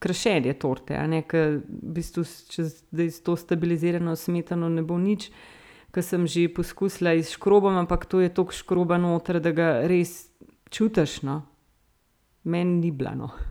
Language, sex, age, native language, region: Slovenian, female, 30-49, Slovenian, Central Slovenia